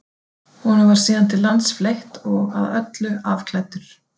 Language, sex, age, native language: Icelandic, female, 40-49, Icelandic